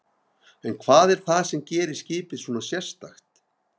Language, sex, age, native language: Icelandic, male, 50-59, Icelandic